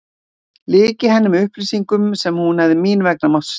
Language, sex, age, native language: Icelandic, female, 60-69, Icelandic